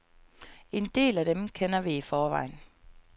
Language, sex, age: Danish, female, 22